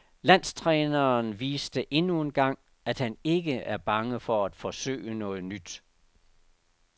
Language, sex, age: Danish, male, 69